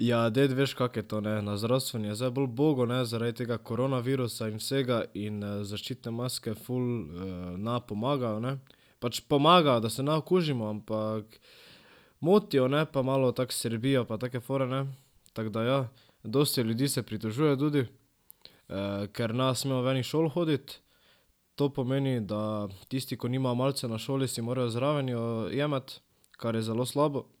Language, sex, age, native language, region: Slovenian, male, 12-17, Slovenian, Drava region